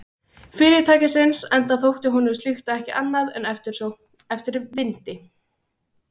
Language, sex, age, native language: Icelandic, female, 16, Icelandic